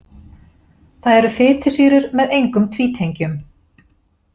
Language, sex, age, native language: Icelandic, female, 40-49, Icelandic